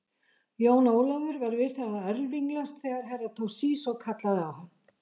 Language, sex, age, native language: Icelandic, female, 70-79, Icelandic